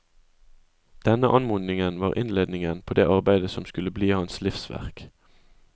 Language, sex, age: Norwegian, male, 20